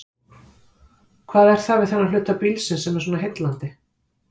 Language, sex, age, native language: Icelandic, female, 50-59, Icelandic